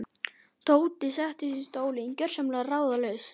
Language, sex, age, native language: Icelandic, male, 11, Icelandic